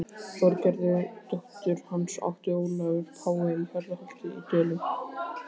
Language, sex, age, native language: Icelandic, male, 15, Icelandic